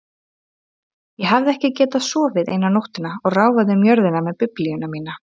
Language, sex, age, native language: Icelandic, female, 30-39, Icelandic